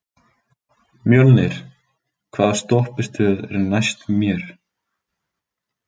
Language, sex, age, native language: Icelandic, male, 20-29, Icelandic